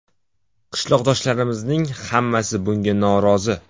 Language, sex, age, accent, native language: Uzbek, male, 18-24, Toshkent shahri, Uzbek